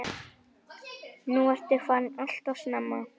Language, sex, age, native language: Icelandic, female, 10, Icelandic